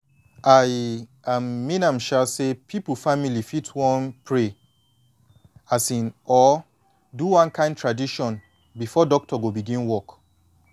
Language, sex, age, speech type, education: Nigerian Pidgin, male, 30-45, spontaneous, tertiary